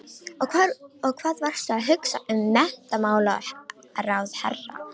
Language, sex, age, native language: Icelandic, female, 18-19, Romanian